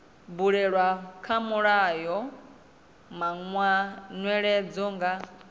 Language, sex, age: Venda, female, 26